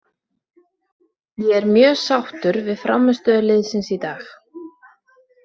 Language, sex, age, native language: Icelandic, female, 20-29, Icelandic